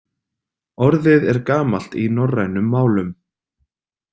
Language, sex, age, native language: Icelandic, female, 30-39, Icelandic